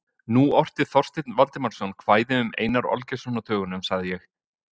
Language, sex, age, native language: Icelandic, male, 50-59, Icelandic